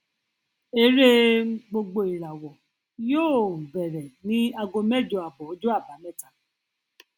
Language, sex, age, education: Yoruba, female, 30-45, tertiary